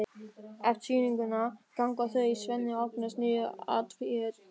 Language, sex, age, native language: Icelandic, male, 13, German